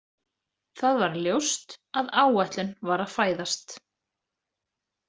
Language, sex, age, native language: Icelandic, female, 30-39, Icelandic